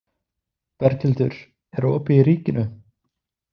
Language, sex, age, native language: Icelandic, male, 20-29, Icelandic